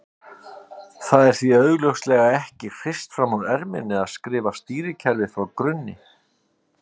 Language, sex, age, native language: Icelandic, male, 50-59, Icelandic